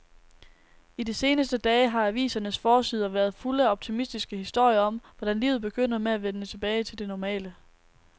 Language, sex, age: Danish, female, 19